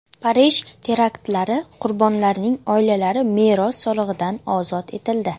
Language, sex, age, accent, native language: Uzbek, female, 19-29, Namangan, Uzbek